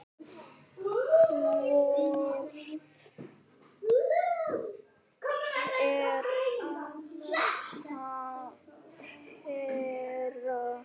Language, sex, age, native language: Icelandic, female, 8, Icelandic